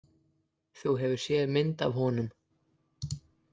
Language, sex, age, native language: Icelandic, male, 18-19, Icelandic